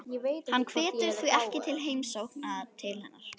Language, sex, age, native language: Icelandic, female, 11, Icelandic